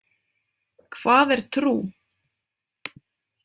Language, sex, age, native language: Icelandic, female, 30-39, Icelandic